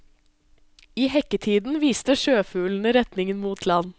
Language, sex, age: Norwegian, female, 20